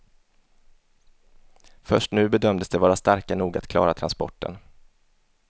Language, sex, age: Swedish, male, 27